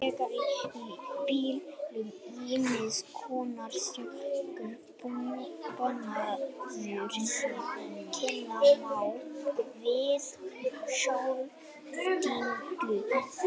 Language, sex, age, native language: Icelandic, male, 18-19, Icelandic